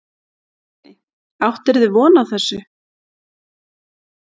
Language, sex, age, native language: Icelandic, female, 30-39, Icelandic